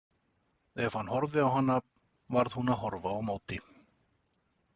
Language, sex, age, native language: Icelandic, male, 40-49, Icelandic